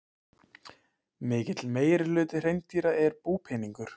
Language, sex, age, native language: Icelandic, male, 20-29, Icelandic